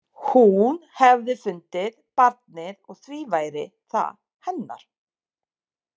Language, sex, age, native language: Icelandic, female, 30-39, Serbo-Croatian